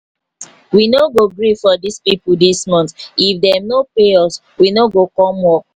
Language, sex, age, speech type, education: Nigerian Pidgin, female, 15-29, spontaneous, tertiary